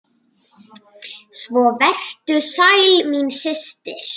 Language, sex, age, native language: Icelandic, male, 9, Icelandic